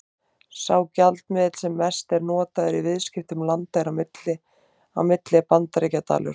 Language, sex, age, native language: Icelandic, male, 30-39, Icelandic